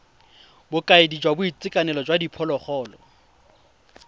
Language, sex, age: Tswana, male, 20